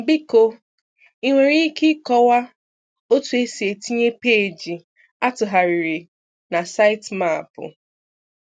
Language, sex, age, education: Igbo, female, 15-29, tertiary